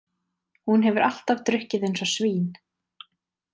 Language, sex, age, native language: Icelandic, female, 30-39, Icelandic